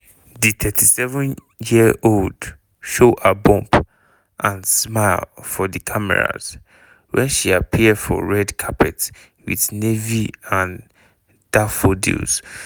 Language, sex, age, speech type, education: Nigerian Pidgin, male, 15-29, spontaneous, tertiary